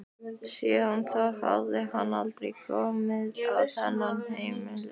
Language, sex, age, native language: Icelandic, female, 15, Icelandic